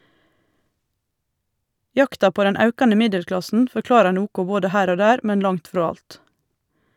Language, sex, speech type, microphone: Norwegian, female, read, Shure